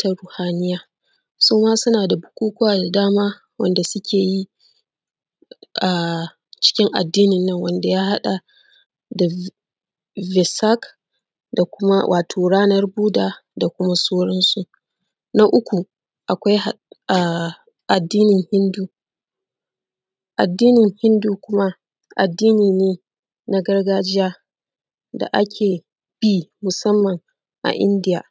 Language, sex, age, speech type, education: Hausa, female, 30-45, spontaneous, secondary